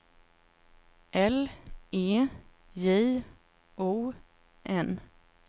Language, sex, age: Swedish, female, 26